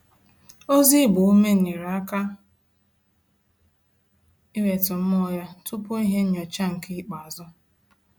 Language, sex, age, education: Igbo, female, 15-29, tertiary